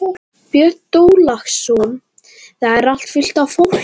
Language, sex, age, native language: Icelandic, male, 12, Latvian